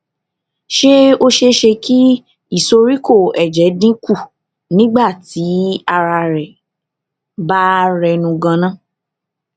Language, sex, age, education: Yoruba, female, 15-29, tertiary